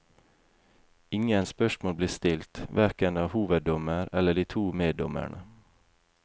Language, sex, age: Norwegian, male, 28